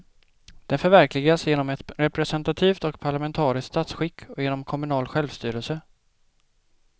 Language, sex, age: Swedish, male, 28